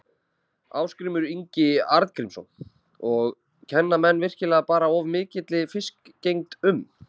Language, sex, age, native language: Icelandic, male, 30-39, Icelandic